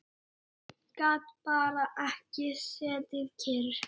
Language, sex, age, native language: Icelandic, male, 6, Icelandic